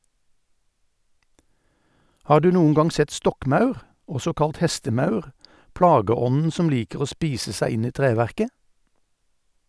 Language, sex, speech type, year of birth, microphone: Norwegian, male, read, 1952, Sennheiser